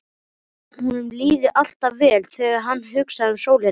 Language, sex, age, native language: Icelandic, male, 12, Icelandic